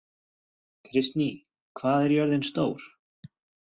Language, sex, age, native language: Icelandic, male, 30-39, Icelandic